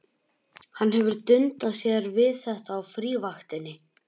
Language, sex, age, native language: Icelandic, male, 11, Icelandic